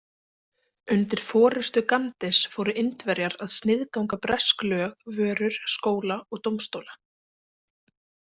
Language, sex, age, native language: Icelandic, female, 20-29, Icelandic